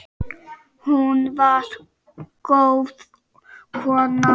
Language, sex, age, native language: Icelandic, male, 5, Czech